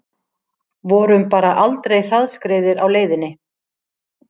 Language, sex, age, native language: Icelandic, female, 40-49, Icelandic